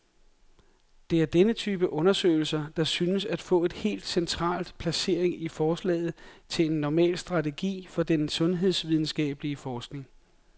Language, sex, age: Danish, male, 42